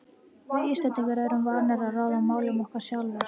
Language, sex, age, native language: Icelandic, female, 13, Icelandic